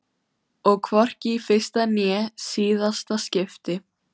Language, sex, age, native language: Icelandic, female, 12, Icelandic